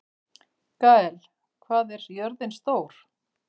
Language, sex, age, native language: Icelandic, female, 50-59, Icelandic